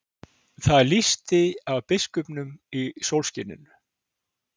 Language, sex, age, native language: Icelandic, male, 60-69, Icelandic